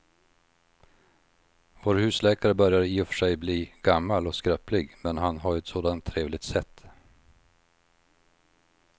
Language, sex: Swedish, male